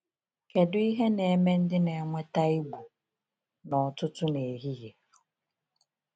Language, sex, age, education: Igbo, female, 30-45, tertiary